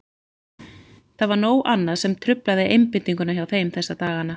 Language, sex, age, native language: Icelandic, female, 30-39, Icelandic